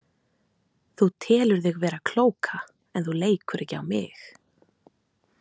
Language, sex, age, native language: Icelandic, female, 30-39, Icelandic